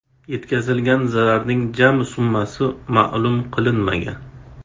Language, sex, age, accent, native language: Uzbek, male, 25-34, Farg'ona, Uzbek